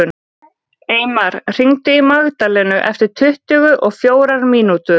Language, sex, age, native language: Icelandic, female, 20-29, Icelandic